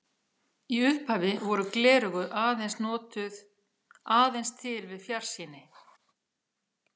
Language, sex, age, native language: Icelandic, female, 40-49, Icelandic